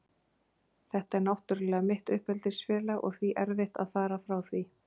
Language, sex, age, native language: Icelandic, female, 40-49, Icelandic